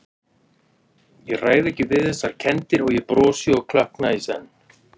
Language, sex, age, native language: Icelandic, female, 40-49, Icelandic